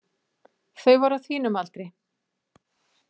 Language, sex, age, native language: Icelandic, female, 40-49, Icelandic